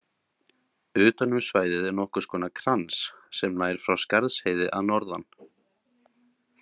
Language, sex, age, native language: Icelandic, male, 30-39, Icelandic